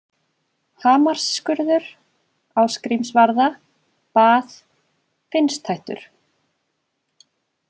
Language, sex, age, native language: Icelandic, female, 20-29, Icelandic